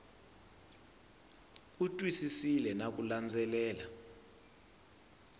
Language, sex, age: Tsonga, male, 20